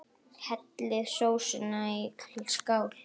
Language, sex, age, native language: Icelandic, female, 9, Icelandic